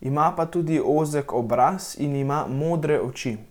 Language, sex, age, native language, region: Slovenian, male, 18-29, Slovenian, Central Slovenia